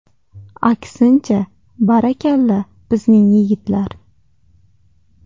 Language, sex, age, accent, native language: Uzbek, female, 19-29, Toshkent shahri, Uzbek